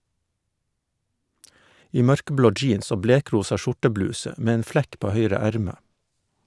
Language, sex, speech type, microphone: Norwegian, male, read, Shure